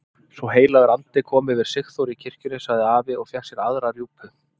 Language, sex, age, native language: Icelandic, male, 30-39, Icelandic